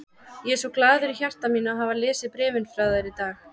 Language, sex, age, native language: Icelandic, female, 20-29, Icelandic